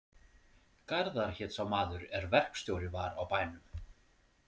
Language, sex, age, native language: Icelandic, male, 40-49, Icelandic